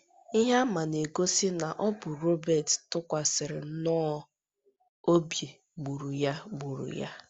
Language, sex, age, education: Igbo, female, 15-29, tertiary